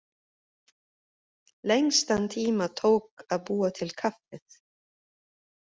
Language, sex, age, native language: Icelandic, female, 50-59, Swedish